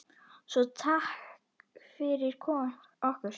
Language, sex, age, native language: Icelandic, female, 10, Icelandic